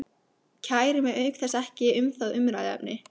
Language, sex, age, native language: Icelandic, female, 15, Icelandic